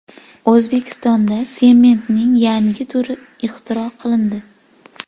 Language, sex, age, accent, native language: Uzbek, female, 18-24, Jizzax, Uzbek